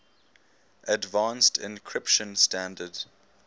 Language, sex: English, male